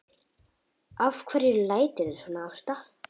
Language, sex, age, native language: Icelandic, female, 10, Icelandic